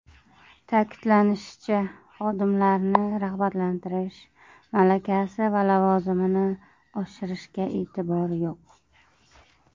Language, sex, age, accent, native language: Uzbek, female, 30-39, Qashqadaryo, Uzbek